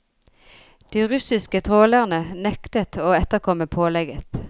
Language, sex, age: Norwegian, female, 40